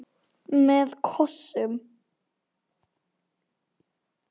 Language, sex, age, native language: Icelandic, male, 9, Icelandic